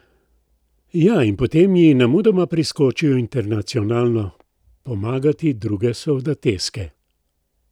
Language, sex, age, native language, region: Slovenian, male, 60+, Slovenian, Central Slovenia